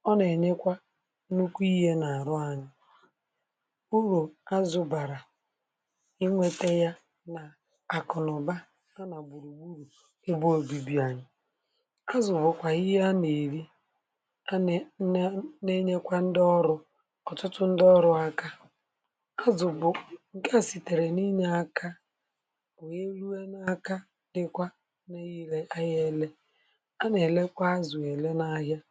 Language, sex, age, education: Igbo, female, 46-60, tertiary